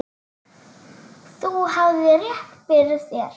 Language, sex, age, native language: Icelandic, female, 9, Icelandic